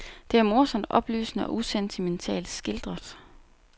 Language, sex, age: Danish, female, 29